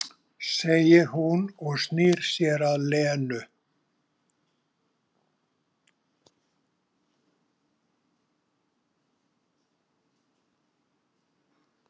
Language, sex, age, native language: Icelandic, male, 70-79, Icelandic